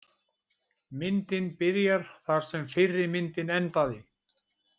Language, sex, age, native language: Icelandic, male, 60-69, Icelandic